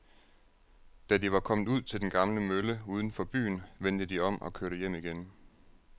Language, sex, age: Danish, male, 36